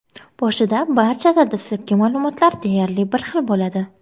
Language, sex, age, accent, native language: Uzbek, female, under 19, Qoraqalpog'iston, Karakalpak